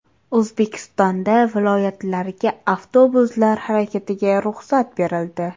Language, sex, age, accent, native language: Uzbek, female, 19-29, Toshkent shahri, Uzbek